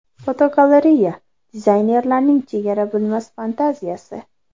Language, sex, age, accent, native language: Uzbek, female, under 19, Andijon, Uzbek